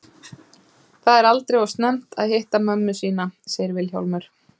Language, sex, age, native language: Icelandic, female, 30-39, Icelandic